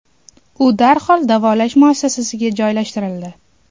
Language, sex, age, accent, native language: Uzbek, female, 18-24, Toshkent shahri, Uzbek